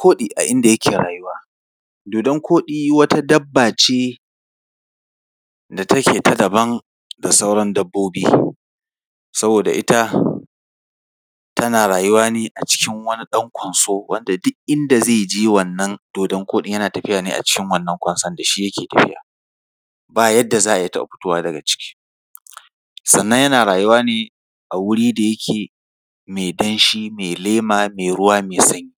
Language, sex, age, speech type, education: Hausa, male, 30-45, spontaneous, tertiary